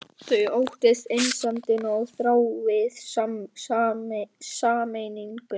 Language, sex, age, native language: Icelandic, male, 11, Icelandic